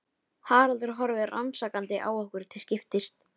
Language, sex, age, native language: Icelandic, female, 13, Icelandic